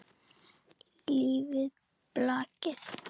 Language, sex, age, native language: Icelandic, female, 9, Icelandic